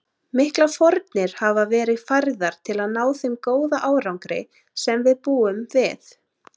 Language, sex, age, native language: Icelandic, female, 30-39, Icelandic